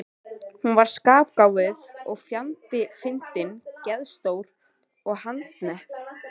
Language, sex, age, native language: Icelandic, female, 13, Icelandic